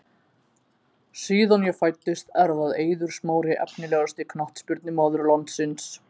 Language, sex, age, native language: Icelandic, female, 30-39, Icelandic